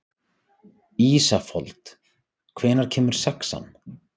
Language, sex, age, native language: Icelandic, male, 30-39, Icelandic